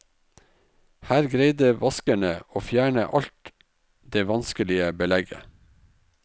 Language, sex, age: Norwegian, male, 44